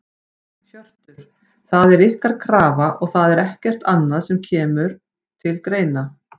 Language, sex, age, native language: Icelandic, female, 50-59, Icelandic